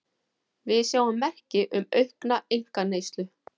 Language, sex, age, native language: Icelandic, female, 40-49, Icelandic